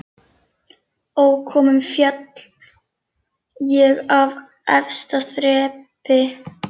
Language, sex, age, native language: Icelandic, female, 11, Icelandic